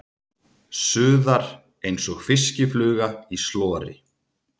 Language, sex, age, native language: Icelandic, male, 30-39, Icelandic